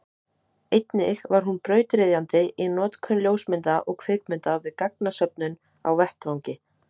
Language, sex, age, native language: Icelandic, female, 18-19, Icelandic